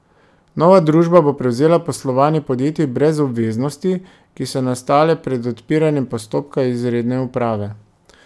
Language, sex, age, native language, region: Slovenian, male, 30-49, Slovenian, Drava region